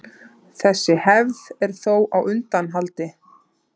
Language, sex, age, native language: Icelandic, female, 30-39, Icelandic